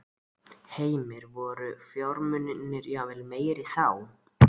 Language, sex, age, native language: Icelandic, male, 13, Icelandic